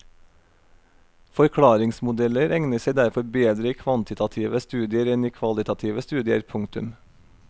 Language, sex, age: Norwegian, male, 32